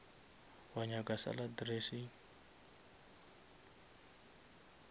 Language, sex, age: Northern Sotho, male, 23